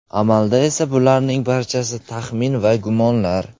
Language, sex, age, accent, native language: Uzbek, male, 18-24, Surxondaryo, Uzbek